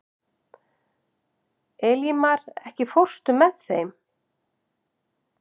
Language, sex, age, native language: Icelandic, female, 50-59, Icelandic